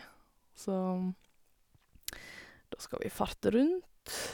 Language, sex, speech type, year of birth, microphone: Norwegian, female, spontaneous, 1985, Sennheiser